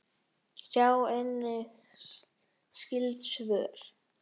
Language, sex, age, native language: Icelandic, male, 6, Icelandic